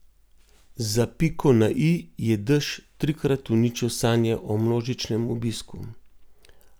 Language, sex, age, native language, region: Slovenian, male, 50-59, Slovenian, Gorenjska region